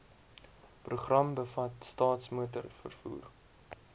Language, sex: Afrikaans, male